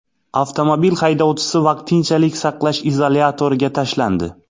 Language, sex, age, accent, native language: Uzbek, male, 25-34, Xorazm, Uzbek